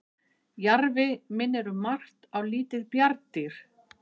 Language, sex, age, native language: Icelandic, female, 50-59, Icelandic